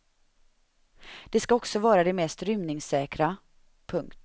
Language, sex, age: Swedish, female, 31